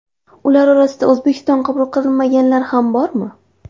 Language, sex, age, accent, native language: Uzbek, female, 12-17, Toshkent shahri, Uzbek